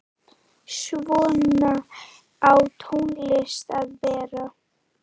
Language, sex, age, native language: Icelandic, female, 9, Icelandic